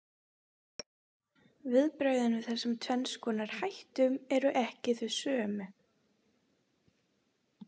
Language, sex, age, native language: Icelandic, female, 20-29, Icelandic